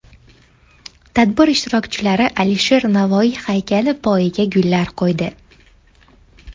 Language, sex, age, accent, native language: Uzbek, female, 19-29, Andijon, Uzbek